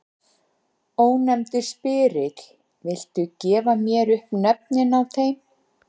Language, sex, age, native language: Icelandic, female, 60-69, Icelandic